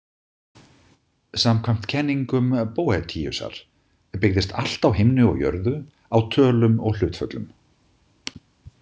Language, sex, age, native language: Icelandic, male, 50-59, Icelandic